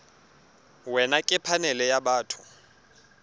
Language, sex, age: Tswana, male, 23